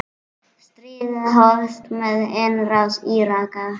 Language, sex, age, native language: Icelandic, female, 9, Icelandic